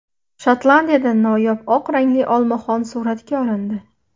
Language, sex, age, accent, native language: Uzbek, female, 18-24, Namangan, Uzbek